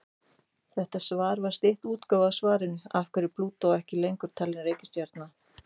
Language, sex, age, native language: Icelandic, female, 30-39, Icelandic